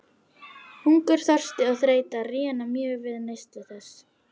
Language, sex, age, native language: Icelandic, female, 12, Icelandic